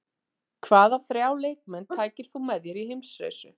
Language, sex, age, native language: Icelandic, female, 40-49, Icelandic